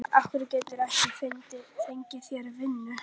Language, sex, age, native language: Icelandic, female, 11, Icelandic